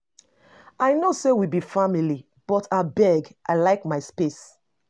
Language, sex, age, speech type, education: Nigerian Pidgin, female, 30-45, spontaneous, tertiary